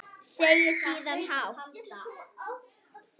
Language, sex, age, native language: Icelandic, female, 9, Icelandic